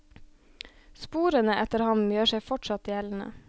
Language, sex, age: Norwegian, female, 26